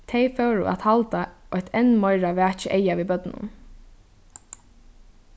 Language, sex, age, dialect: Faroese, female, 15-35, Norðurstreymoy/Eysturoy